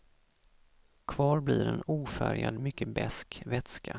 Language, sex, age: Swedish, male, 34